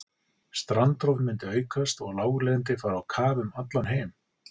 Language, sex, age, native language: Icelandic, male, 40-49, Icelandic